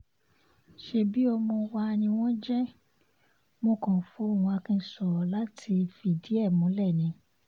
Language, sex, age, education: Yoruba, female, 15-29, tertiary